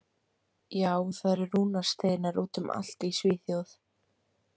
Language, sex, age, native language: Icelandic, female, 18-19, Icelandic